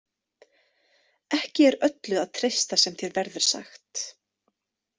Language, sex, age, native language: Icelandic, female, 30-39, Icelandic